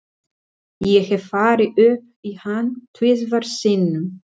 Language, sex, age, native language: Icelandic, female, 40-49, Spanish